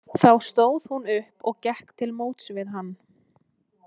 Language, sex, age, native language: Icelandic, female, 20-29, Icelandic